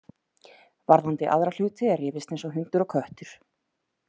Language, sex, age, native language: Icelandic, female, 30-39, Icelandic